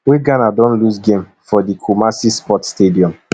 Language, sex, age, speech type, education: Nigerian Pidgin, male, 30-45, spontaneous, tertiary